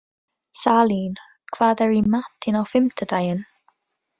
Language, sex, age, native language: Icelandic, female, 20-29, English